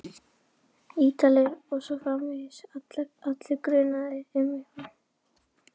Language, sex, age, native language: Icelandic, female, 11, Icelandic